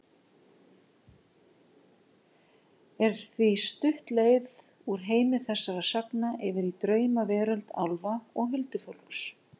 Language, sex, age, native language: Icelandic, female, 50-59, Icelandic